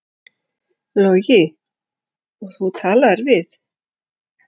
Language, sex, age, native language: Icelandic, male, 8, Icelandic